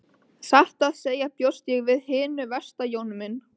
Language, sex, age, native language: Icelandic, female, 13, Icelandic